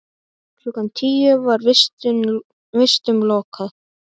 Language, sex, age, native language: Icelandic, male, 8, Icelandic